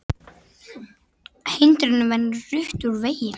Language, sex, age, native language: Icelandic, male, 60-69, Icelandic